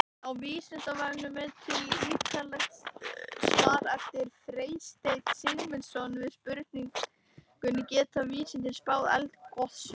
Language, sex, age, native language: Icelandic, male, 18-19, Icelandic